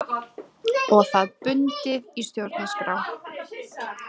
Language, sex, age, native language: Icelandic, female, 20-29, Icelandic